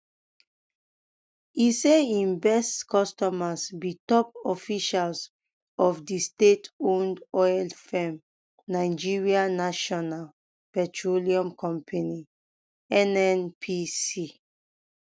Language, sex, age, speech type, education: Nigerian Pidgin, female, 15-29, spontaneous, tertiary